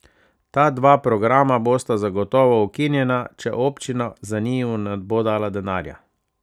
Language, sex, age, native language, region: Slovenian, male, 30-49, Slovenian, Savinja region